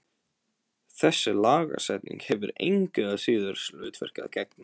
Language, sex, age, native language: Icelandic, male, 18-19, Polish